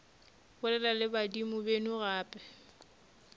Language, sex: Northern Sotho, female